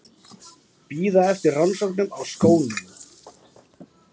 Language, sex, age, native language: Icelandic, female, 30-39, Icelandic